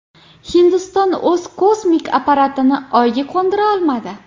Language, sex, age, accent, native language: Uzbek, female, 18-24, Andijon, Uzbek